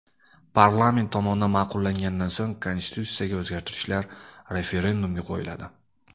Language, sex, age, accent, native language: Uzbek, male, 18-24, Andijon, Uzbek